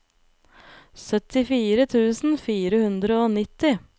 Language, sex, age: Norwegian, female, 25